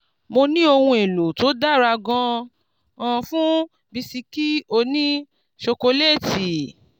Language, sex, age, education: Yoruba, female, 30-45, tertiary